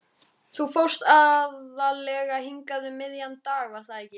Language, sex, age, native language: Icelandic, female, 13, Icelandic